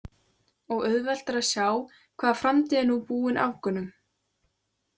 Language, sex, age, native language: Icelandic, female, 20-29, Icelandic